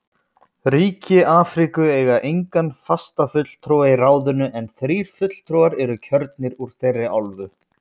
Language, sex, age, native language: Icelandic, male, 20-29, Icelandic